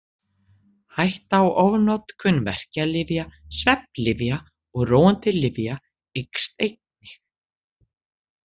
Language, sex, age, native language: Icelandic, female, 60-69, Icelandic